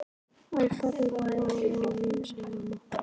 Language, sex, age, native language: Icelandic, female, 11, Icelandic